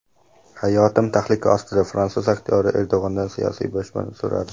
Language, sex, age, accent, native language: Uzbek, male, 12-17, Surxondaryo, Uzbek